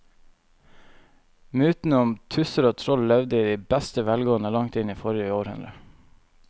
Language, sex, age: Norwegian, male, 21